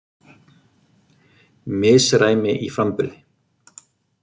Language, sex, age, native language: Icelandic, male, 50-59, Icelandic